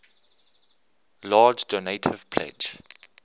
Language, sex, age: English, male, 24